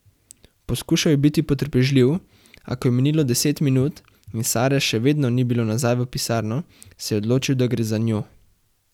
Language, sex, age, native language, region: Slovenian, male, 18-29, Slovenian, Central Slovenia